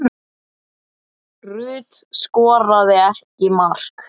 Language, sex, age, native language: Icelandic, male, 8, Icelandic